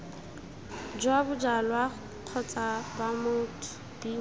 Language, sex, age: Tswana, female, 18